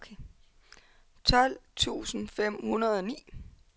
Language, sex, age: Danish, female, 22